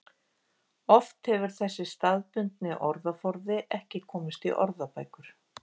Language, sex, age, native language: Icelandic, female, 50-59, Icelandic